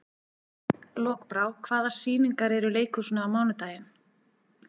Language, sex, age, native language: Icelandic, female, 40-49, Icelandic